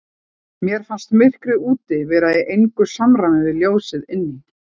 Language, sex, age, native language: Icelandic, female, 40-49, Icelandic